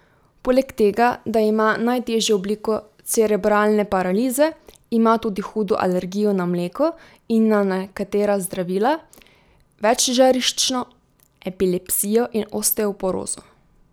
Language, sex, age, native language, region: Slovenian, female, 18-29, Slovenian, Drava region